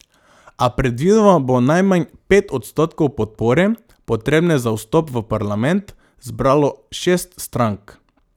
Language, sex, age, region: Slovenian, male, 18-29, Drava region